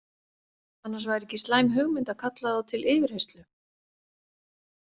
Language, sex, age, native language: Icelandic, female, 40-49, Icelandic